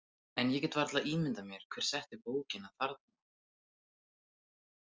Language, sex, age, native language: Icelandic, male, 18-19, Icelandic